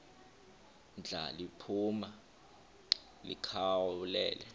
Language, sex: Xhosa, male